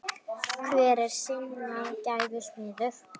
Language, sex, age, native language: Icelandic, female, 9, Icelandic